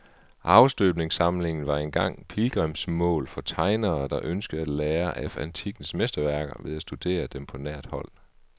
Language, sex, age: Danish, male, 38